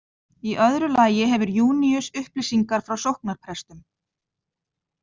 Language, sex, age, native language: Icelandic, female, 50-59, Icelandic